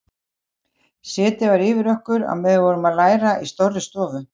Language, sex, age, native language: Icelandic, female, 60-69, Icelandic